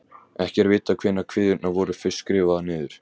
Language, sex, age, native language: Icelandic, male, 18-19, Icelandic